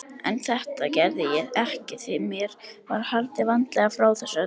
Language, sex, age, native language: Icelandic, female, 70-79, Icelandic